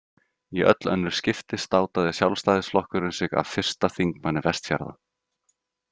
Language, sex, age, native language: Icelandic, male, 30-39, Icelandic